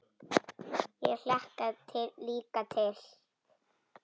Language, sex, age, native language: Icelandic, female, 10, Icelandic